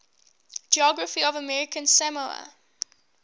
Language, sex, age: English, female, 18